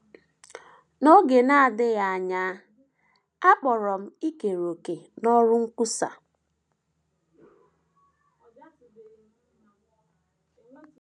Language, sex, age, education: Igbo, female, 15-29, tertiary